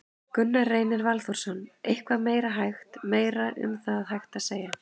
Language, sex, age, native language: Icelandic, female, 30-39, Icelandic